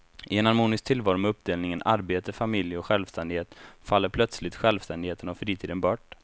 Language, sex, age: Swedish, male, 24